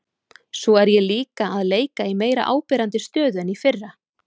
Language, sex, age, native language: Icelandic, female, 30-39, Icelandic